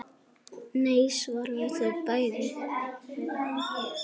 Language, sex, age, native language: Icelandic, male, 9, Icelandic